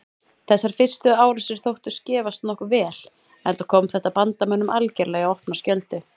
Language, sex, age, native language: Icelandic, female, 30-39, Icelandic